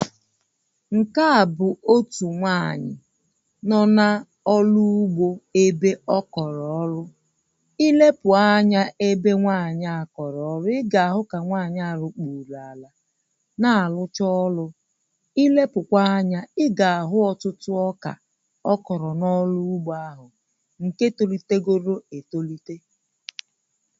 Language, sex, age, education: Igbo, female, 30-45, primary